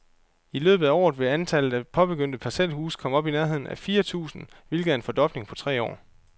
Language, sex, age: Danish, male, 29